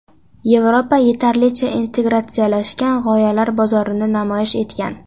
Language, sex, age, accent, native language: Uzbek, female, under 19, Qashqadaryo, Uzbek